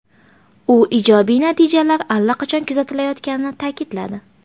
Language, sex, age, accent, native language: Uzbek, female, 25-34, Farg'ona, Uzbek